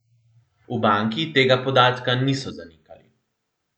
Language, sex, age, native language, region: Slovenian, male, 18-29, Slovenian, Central Slovenia